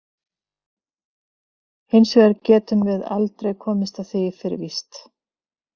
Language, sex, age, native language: Icelandic, female, 50-59, Icelandic